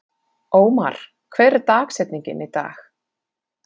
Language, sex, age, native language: Icelandic, female, 40-49, Finnish